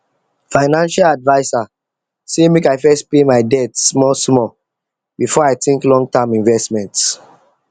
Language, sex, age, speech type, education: Nigerian Pidgin, male, 15-29, spontaneous, tertiary